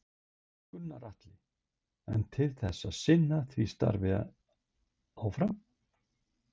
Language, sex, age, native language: Icelandic, male, 60-69, Icelandic